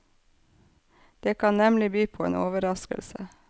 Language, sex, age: Norwegian, female, 48